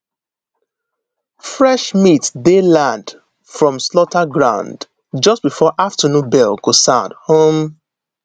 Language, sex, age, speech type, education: Nigerian Pidgin, male, 15-29, spontaneous, tertiary